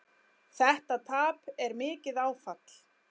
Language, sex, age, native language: Icelandic, female, 10, Icelandic